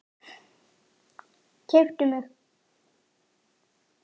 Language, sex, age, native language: Icelandic, male, 9, Icelandic